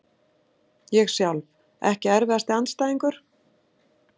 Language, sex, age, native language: Icelandic, female, 60-69, Icelandic